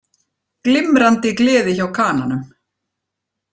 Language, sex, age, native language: Icelandic, female, 40-49, Icelandic